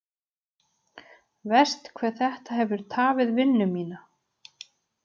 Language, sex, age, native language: Icelandic, female, 30-39, Icelandic